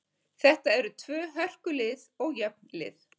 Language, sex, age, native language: Icelandic, female, 50-59, Icelandic